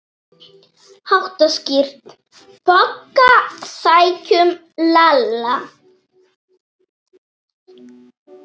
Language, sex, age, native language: Icelandic, female, 7, Icelandic